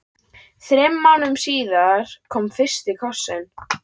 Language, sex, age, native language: Icelandic, female, 11, Icelandic